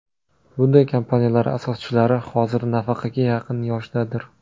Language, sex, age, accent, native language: Uzbek, male, 25-34, Namangan, Uzbek